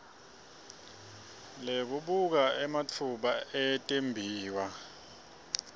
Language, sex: Swati, male